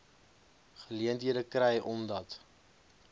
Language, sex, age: Afrikaans, male, 20